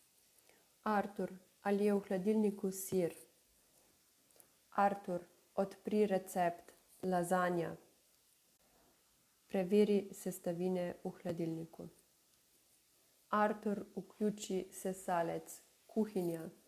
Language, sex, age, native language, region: Slovenian, female, 30-49, Slovenian, Savinja region